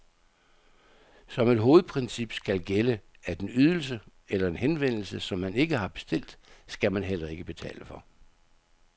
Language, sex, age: Danish, male, 67